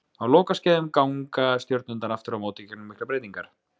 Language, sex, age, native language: Icelandic, male, 20-29, Icelandic